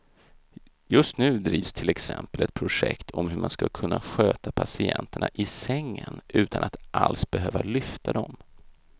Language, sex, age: Swedish, male, 32